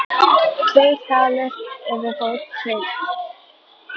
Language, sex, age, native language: Icelandic, female, 10, Icelandic